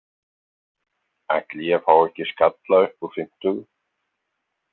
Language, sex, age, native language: Icelandic, male, 50-59, Icelandic